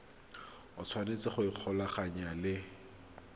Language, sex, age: Tswana, male, 23